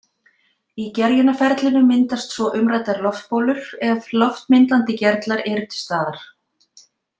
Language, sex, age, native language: Icelandic, female, 50-59, Icelandic